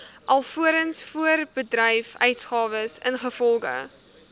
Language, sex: Afrikaans, female